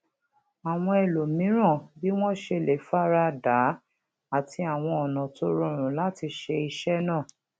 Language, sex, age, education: Yoruba, female, 46-60, tertiary